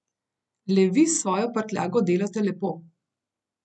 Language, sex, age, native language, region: Slovenian, female, 30-49, Slovenian, Gorenjska region